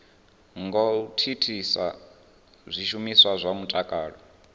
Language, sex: Venda, male